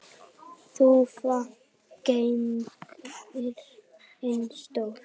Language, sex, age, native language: Icelandic, male, 8, Icelandic